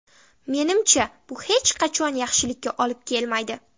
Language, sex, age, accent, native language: Uzbek, female, 12-17, Samarqand, Uzbek